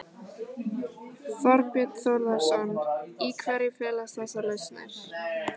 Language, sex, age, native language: Icelandic, female, 14, Icelandic